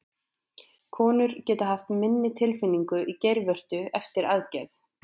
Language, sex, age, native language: Icelandic, female, 20-29, Icelandic